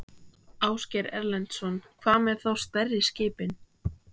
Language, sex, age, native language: Icelandic, female, 18-19, Icelandic